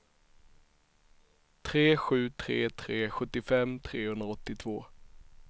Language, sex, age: Swedish, male, 23